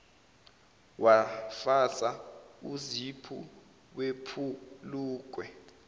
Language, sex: Zulu, male